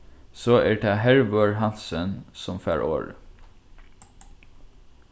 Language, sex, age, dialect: Faroese, male, 15-35, Norðurstreymoy/Eysturoy